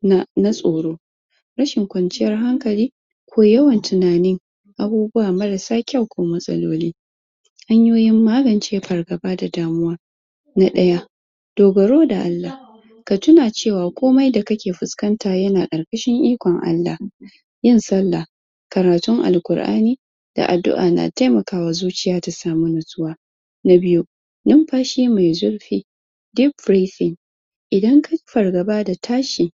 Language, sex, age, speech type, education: Hausa, female, 15-29, spontaneous, tertiary